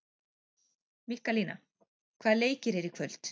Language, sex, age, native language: Icelandic, female, 40-49, Icelandic